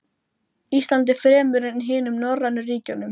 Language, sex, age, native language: Icelandic, female, 12, Icelandic